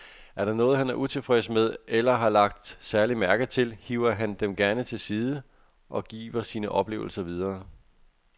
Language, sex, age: Danish, male, 48